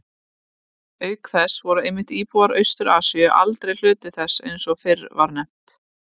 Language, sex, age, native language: Icelandic, female, 18-19, Icelandic